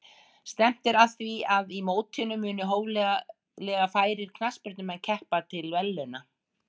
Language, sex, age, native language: Icelandic, female, 60-69, Icelandic